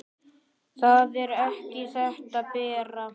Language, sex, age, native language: Icelandic, male, 9, Icelandic